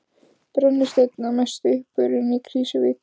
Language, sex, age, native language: Icelandic, female, 15, Icelandic